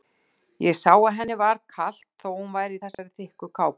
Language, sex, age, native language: Icelandic, female, 60-69, Icelandic